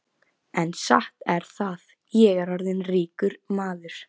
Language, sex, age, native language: Icelandic, female, 15, Icelandic